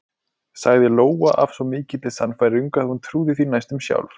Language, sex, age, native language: Icelandic, male, 20-29, Icelandic